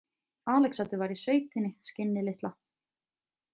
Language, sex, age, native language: Icelandic, female, 20-29, Icelandic